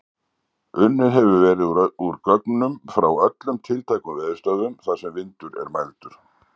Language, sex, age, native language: Icelandic, male, 60-69, Icelandic